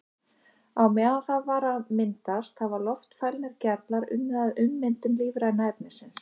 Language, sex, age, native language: Icelandic, female, 50-59, Icelandic